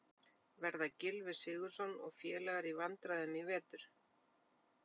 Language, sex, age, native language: Icelandic, female, 50-59, Icelandic